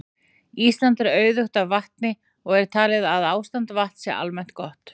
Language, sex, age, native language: Icelandic, female, 40-49, Icelandic